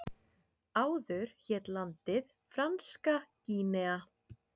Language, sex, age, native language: Icelandic, female, 7, Icelandic